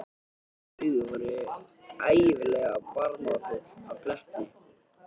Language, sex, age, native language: Icelandic, male, 13, Icelandic